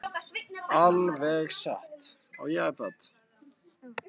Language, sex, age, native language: Icelandic, male, 10, Icelandic